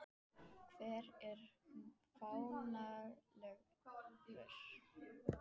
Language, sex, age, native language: Icelandic, female, 14, Icelandic